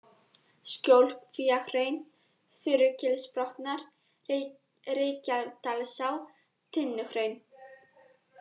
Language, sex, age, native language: Icelandic, female, 18-19, Icelandic